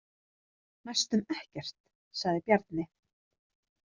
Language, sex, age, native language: Icelandic, female, 30-39, Icelandic